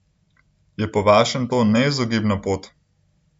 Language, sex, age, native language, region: Slovenian, male, 18-29, Slovenian, Central Slovenia